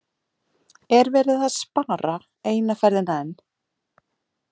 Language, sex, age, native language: Icelandic, female, 40-49, Icelandic